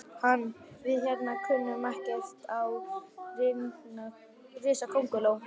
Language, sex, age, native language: Icelandic, male, 11, Icelandic